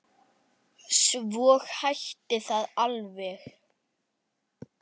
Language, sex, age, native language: Icelandic, male, 9, Icelandic